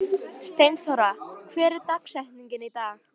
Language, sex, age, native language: Icelandic, female, 13, Icelandic